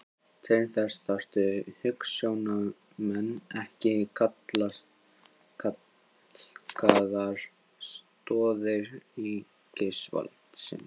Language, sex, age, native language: Icelandic, male, 15, Icelandic